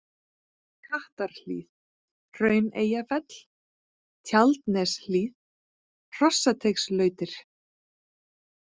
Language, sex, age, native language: Icelandic, female, 40-49, Icelandic